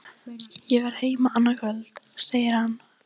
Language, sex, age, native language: Icelandic, female, 14, Icelandic